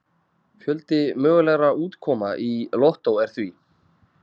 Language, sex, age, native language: Icelandic, male, 30-39, Icelandic